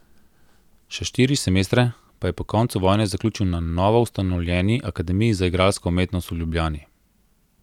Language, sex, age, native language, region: Slovenian, male, 30-49, Slovenian, Central Slovenia